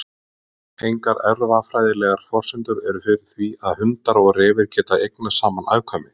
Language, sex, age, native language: Icelandic, male, 30-39, Icelandic